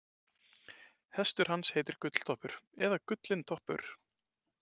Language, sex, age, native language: Icelandic, male, 20-29, Icelandic